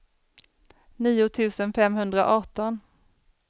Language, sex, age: Swedish, female, 40